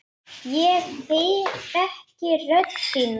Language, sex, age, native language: Icelandic, male, 9, Icelandic